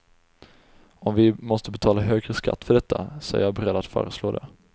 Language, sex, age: Swedish, male, 20